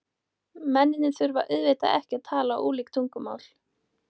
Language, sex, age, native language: Icelandic, female, 18-19, Icelandic